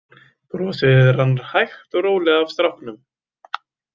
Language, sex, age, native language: Icelandic, male, 20-29, Icelandic